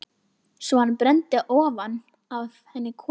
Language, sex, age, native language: Icelandic, female, 11, Icelandic